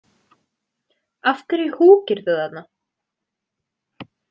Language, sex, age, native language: Icelandic, female, 20-29, Icelandic